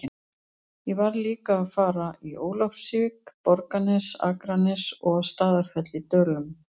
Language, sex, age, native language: Icelandic, female, 60-69, Icelandic